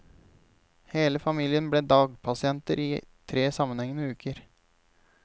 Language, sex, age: Norwegian, male, 28